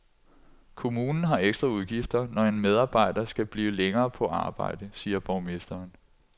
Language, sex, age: Danish, male, 46